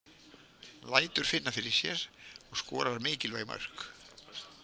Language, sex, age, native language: Icelandic, male, 70-79, Icelandic